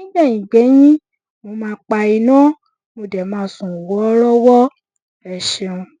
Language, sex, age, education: Yoruba, female, 15-29, tertiary